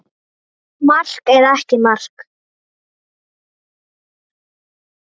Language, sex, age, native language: Icelandic, female, 9, Icelandic